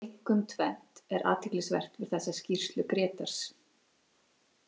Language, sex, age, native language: Icelandic, female, 40-49, Icelandic